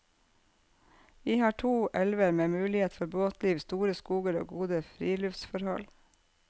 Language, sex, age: Norwegian, female, 48